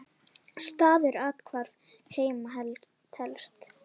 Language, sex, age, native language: Icelandic, female, 9, Icelandic